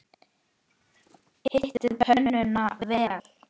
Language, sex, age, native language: Icelandic, female, 10, Icelandic